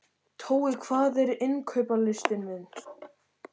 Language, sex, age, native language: Icelandic, male, 13, Icelandic